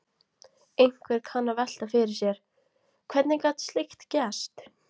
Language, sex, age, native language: Icelandic, female, 16, Latvian